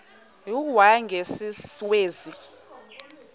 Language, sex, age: Xhosa, female, 20